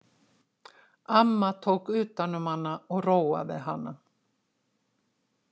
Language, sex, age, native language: Icelandic, female, 60-69, Icelandic